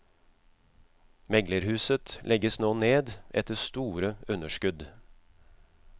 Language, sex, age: Norwegian, male, 36